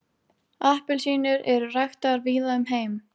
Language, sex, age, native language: Icelandic, female, 18-19, Icelandic